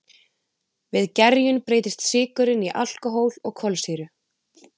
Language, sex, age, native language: Icelandic, female, 20-29, Icelandic